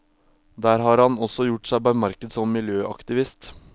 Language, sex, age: Norwegian, male, 22